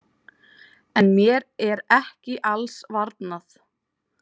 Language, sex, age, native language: Icelandic, female, 20-29, Icelandic